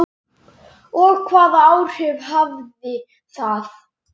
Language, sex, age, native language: Icelandic, male, 10, Icelandic